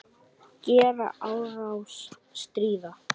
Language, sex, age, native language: Icelandic, female, 10, Icelandic